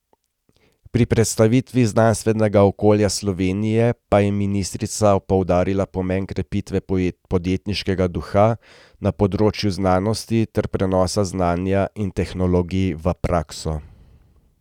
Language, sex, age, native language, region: Slovenian, male, 30-49, Slovenian, Gorenjska region